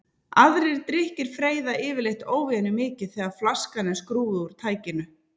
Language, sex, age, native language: Icelandic, female, 30-39, Icelandic